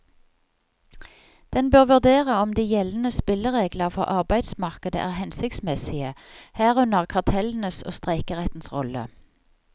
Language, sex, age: Norwegian, female, 55